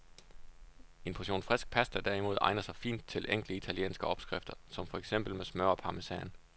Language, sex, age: Danish, male, 29